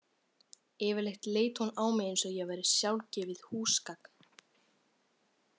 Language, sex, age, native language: Icelandic, female, 18-19, Icelandic